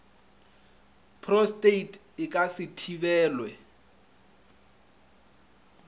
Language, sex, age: Northern Sotho, male, 25